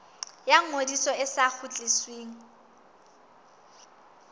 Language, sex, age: Southern Sotho, female, 19